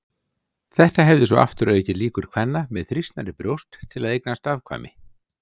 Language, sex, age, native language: Icelandic, male, 60-69, Icelandic